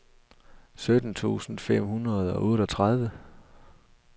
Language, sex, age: Danish, male, 32